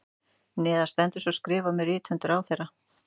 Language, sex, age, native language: Icelandic, male, 12, Icelandic